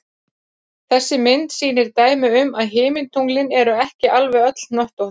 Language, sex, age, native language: Icelandic, female, 50-59, Icelandic